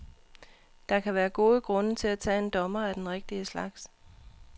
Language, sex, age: Danish, female, 39